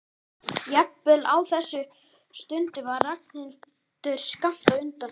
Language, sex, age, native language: Icelandic, male, 11, Icelandic